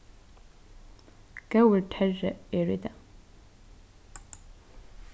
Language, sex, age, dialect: Faroese, female, 15-35, Norðurstreymoy/Eysturoy